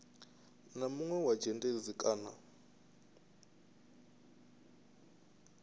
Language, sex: Venda, male